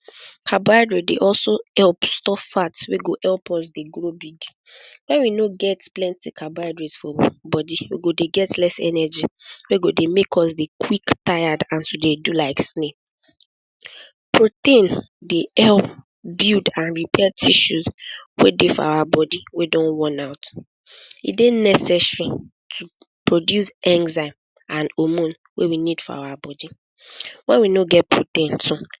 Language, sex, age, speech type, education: Nigerian Pidgin, female, 15-29, spontaneous, secondary